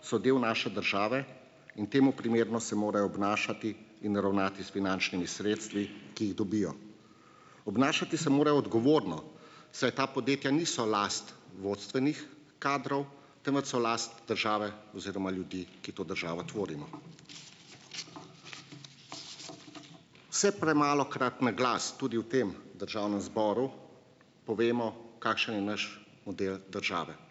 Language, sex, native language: Slovenian, male, Slovenian